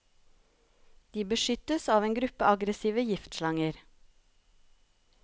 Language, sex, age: Norwegian, female, 36